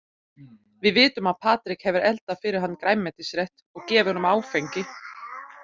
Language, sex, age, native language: Icelandic, female, 30-39, German